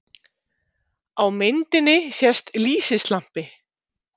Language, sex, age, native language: Icelandic, female, 50-59, Icelandic